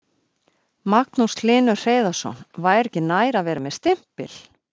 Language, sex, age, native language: Icelandic, female, 50-59, Icelandic